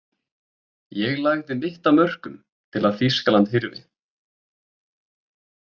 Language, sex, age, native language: Icelandic, male, 20-29, Icelandic